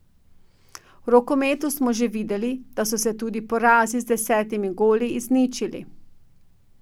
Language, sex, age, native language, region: Slovenian, female, 50-59, Slovenian, Drava region